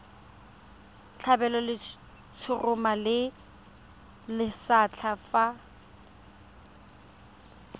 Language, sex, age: Tswana, female, 23